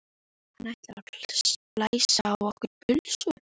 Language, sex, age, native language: Icelandic, female, 11, Icelandic